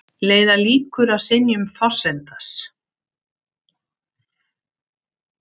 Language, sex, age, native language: Icelandic, female, 60-69, Icelandic